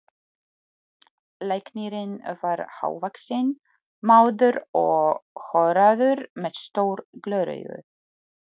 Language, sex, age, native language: Icelandic, female, 40-49, Polish